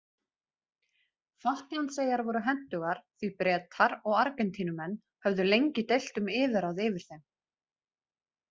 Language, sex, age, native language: Icelandic, female, 20-29, Icelandic